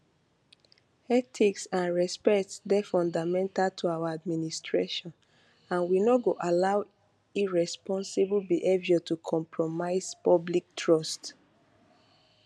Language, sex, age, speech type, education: Nigerian Pidgin, female, 15-29, spontaneous, tertiary